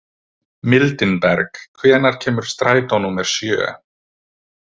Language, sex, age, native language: Icelandic, male, 20-29, Icelandic